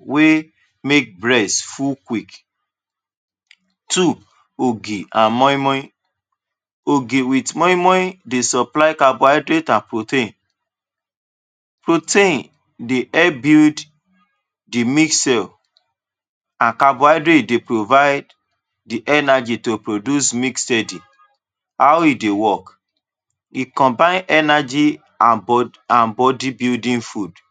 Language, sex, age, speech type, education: Nigerian Pidgin, male, 30-45, spontaneous, tertiary